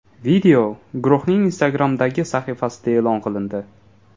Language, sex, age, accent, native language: Uzbek, male, 18-24, Toshkent viloyati, Uzbek